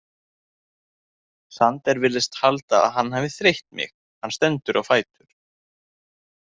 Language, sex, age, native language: Icelandic, male, 30-39, Icelandic